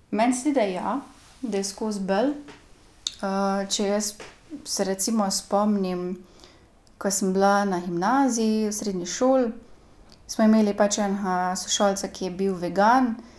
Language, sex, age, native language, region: Slovenian, female, 18-29, Slovenian, Gorica region